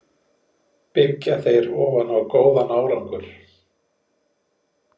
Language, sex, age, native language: Icelandic, male, 40-49, Icelandic